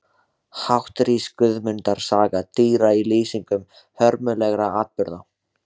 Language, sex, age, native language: Icelandic, male, 16, Icelandic